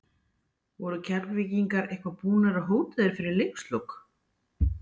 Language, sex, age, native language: Icelandic, female, 40-49, Icelandic